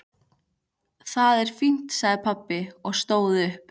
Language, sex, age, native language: Icelandic, female, 15, Icelandic